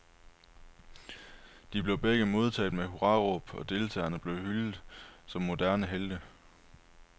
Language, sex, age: Danish, male, 23